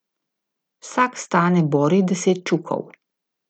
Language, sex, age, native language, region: Slovenian, female, 50-59, Slovenian, Gorica region